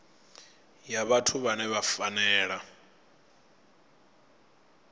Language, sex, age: Venda, male, 24